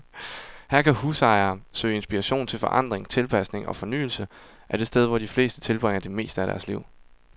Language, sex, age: Danish, male, 22